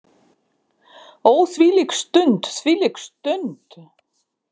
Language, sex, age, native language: Icelandic, female, 50-59, Icelandic